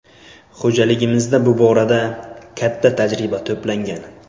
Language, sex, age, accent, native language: Uzbek, male, 18-24, Buxoro, Uzbek